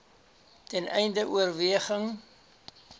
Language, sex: Afrikaans, male